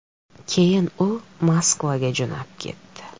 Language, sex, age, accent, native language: Uzbek, female, 25-34, Farg'ona, Uzbek